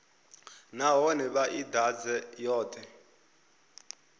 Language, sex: Venda, male